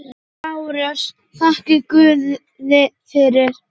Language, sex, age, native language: Icelandic, male, 8, Icelandic